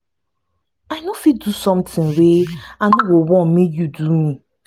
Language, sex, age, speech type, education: Nigerian Pidgin, female, 15-29, spontaneous, tertiary